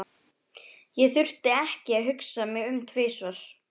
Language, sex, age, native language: Icelandic, female, 11, Icelandic